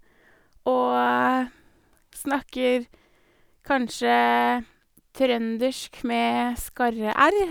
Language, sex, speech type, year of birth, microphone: Norwegian, female, spontaneous, 1983, Sennheiser